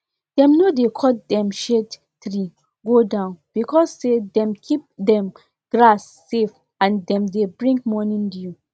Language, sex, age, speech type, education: Nigerian Pidgin, female, 15-29, spontaneous, tertiary